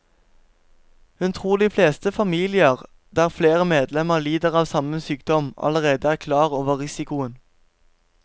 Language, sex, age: Norwegian, male, 17